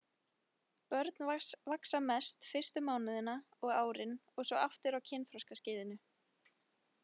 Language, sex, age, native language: Icelandic, female, 20-29, Icelandic